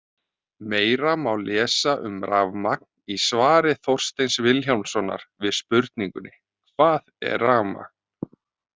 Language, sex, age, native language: Icelandic, male, 30-39, Icelandic